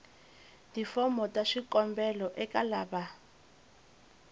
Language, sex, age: Tsonga, female, 20